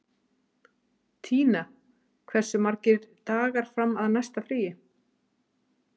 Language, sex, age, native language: Icelandic, female, 30-39, Icelandic